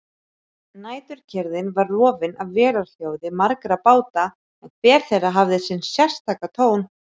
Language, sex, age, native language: Icelandic, female, 30-39, Icelandic